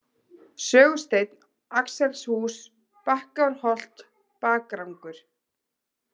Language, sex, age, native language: Icelandic, female, 20-29, Icelandic